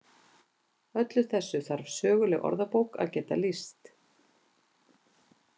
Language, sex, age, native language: Icelandic, female, 50-59, Icelandic